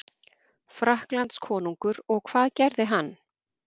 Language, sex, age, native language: Icelandic, female, 40-49, Icelandic